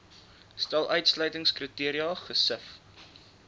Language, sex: Afrikaans, male